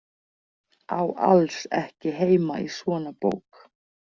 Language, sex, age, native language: Icelandic, female, 40-49, Icelandic